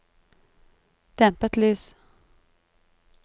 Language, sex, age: Norwegian, female, 33